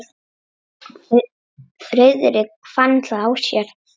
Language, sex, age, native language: Icelandic, female, 9, Icelandic